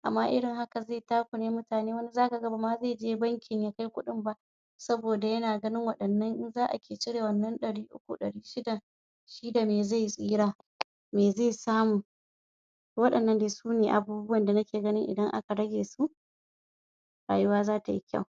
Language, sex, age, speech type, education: Hausa, female, 46-60, spontaneous, tertiary